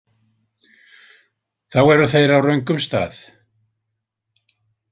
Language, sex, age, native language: Icelandic, male, 80-89, Icelandic